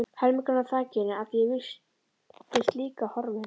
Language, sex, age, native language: Icelandic, female, 12, Icelandic